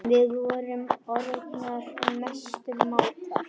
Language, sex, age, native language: Icelandic, male, 10, Icelandic